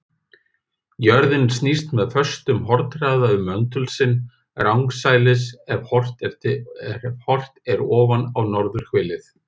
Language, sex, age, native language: Icelandic, male, 50-59, Icelandic